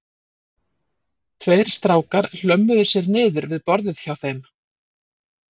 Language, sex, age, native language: Icelandic, female, 40-49, Icelandic